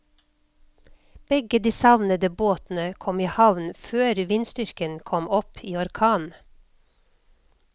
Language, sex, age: Norwegian, female, 56